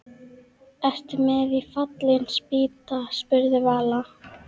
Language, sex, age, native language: Icelandic, female, 12, Icelandic